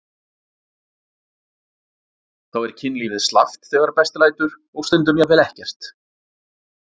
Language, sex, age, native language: Icelandic, male, 40-49, Icelandic